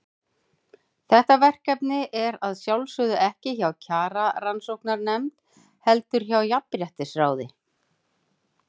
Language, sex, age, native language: Icelandic, female, 40-49, Icelandic